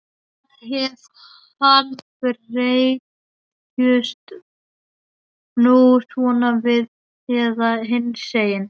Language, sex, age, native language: Icelandic, male, 12, Icelandic